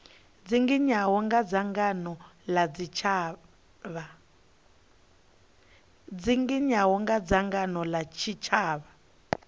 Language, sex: Venda, female